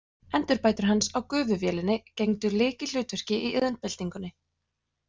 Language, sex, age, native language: Icelandic, female, 20-29, Icelandic